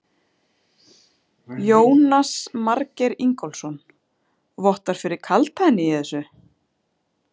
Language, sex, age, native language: Icelandic, female, 30-39, Icelandic